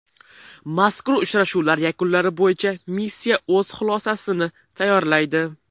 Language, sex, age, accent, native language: Uzbek, male, 12-17, Farg'ona, Uzbek